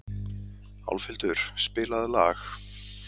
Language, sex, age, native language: Icelandic, male, 30-39, Icelandic